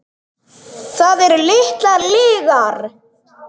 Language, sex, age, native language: Icelandic, male, 10, Icelandic